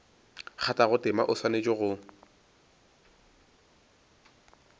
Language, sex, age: Northern Sotho, male, 22